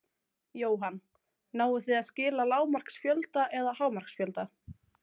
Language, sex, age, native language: Icelandic, female, 20-29, Icelandic